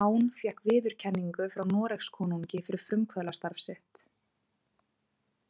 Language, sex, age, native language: Icelandic, female, 20-29, Icelandic